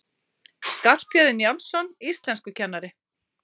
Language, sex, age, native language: Icelandic, female, 40-49, Icelandic